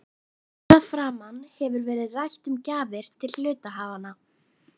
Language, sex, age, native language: Icelandic, female, 11, Icelandic